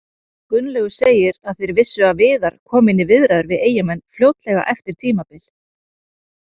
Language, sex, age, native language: Icelandic, female, 30-39, Icelandic